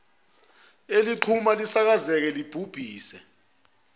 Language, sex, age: Zulu, male, 22